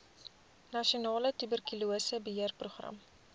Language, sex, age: Afrikaans, female, 20